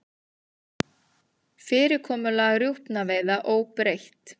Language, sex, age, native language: Icelandic, female, 30-39, Icelandic